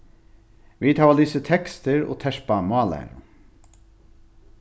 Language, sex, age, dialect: Faroese, male, 36-60, Norðurstreymoy/Eysturoy